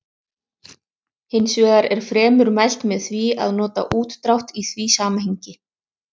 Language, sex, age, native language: Icelandic, other, 30-39, Icelandic